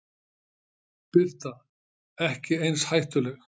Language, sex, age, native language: Icelandic, male, 60-69, Icelandic